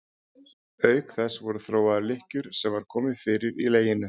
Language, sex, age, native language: Icelandic, male, 40-49, Icelandic